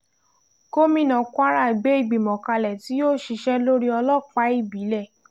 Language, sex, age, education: Yoruba, female, 15-29, tertiary